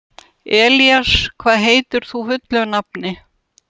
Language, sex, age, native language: Icelandic, female, 70-79, Russian